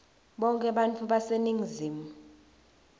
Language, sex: Swati, female